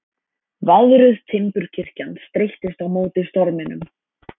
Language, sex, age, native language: Icelandic, male, 14, Icelandic